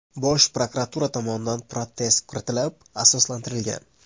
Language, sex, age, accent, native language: Uzbek, male, 25-34, Surxondaryo, Uzbek